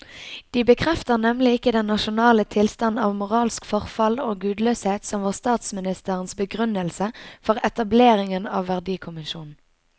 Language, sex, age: Norwegian, female, 22